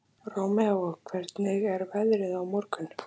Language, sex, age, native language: Icelandic, female, 18-19, Icelandic